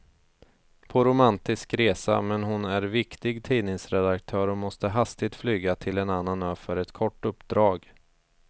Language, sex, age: Swedish, male, 34